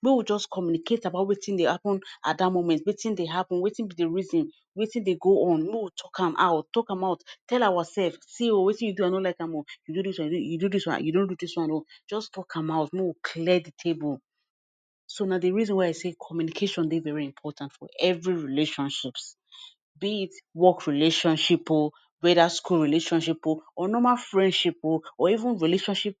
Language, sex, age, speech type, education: Nigerian Pidgin, female, 15-29, spontaneous, tertiary